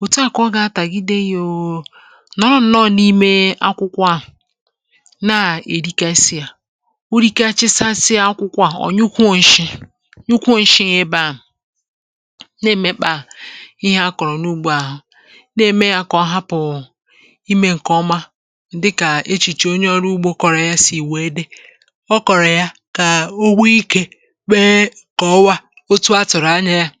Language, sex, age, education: Igbo, female, 46-60, tertiary